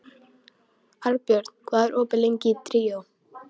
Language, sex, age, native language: Icelandic, female, 12, Icelandic